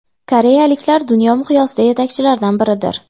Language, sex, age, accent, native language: Uzbek, female, 18-24, Andijon, Uzbek